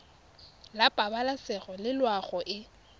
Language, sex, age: Tswana, female, 21